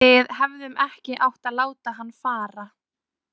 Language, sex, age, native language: Icelandic, female, 20-29, Icelandic